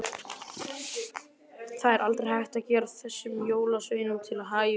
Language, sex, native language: Icelandic, male, Icelandic